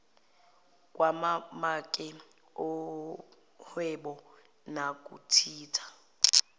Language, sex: Zulu, female